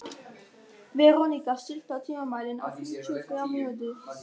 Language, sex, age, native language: Icelandic, male, 13, German